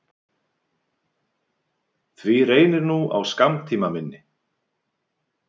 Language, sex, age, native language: Icelandic, male, 50-59, Icelandic